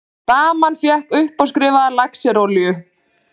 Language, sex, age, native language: Icelandic, male, 30-39, Icelandic